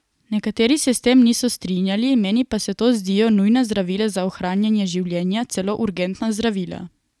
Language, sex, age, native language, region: Slovenian, female, 18-29, Slovenian, Coastal Karst region